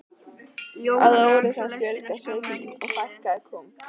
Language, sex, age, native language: Icelandic, female, 12, Icelandic